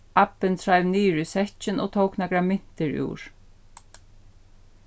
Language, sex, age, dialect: Faroese, female, 36-60, Suðurstreymoy